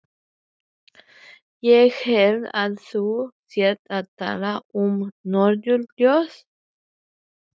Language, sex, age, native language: Icelandic, female, 30-39, Icelandic